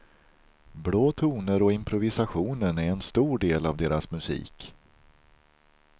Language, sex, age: Swedish, male, 43